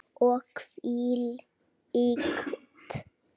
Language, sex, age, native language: Icelandic, female, 8, Icelandic